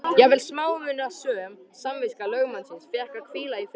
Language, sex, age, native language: Icelandic, male, 13, Icelandic